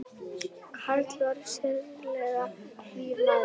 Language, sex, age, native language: Icelandic, female, 10, Icelandic